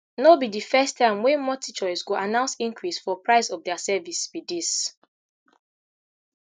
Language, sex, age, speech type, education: Nigerian Pidgin, female, 15-29, spontaneous, tertiary